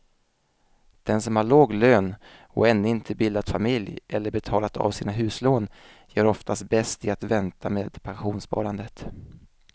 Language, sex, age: Swedish, male, 27